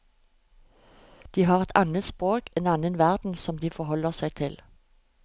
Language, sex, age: Norwegian, female, 45